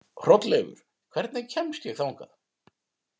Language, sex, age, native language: Icelandic, male, 50-59, Icelandic